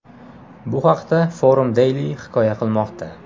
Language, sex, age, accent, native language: Uzbek, male, 18-24, Jizzax, Uzbek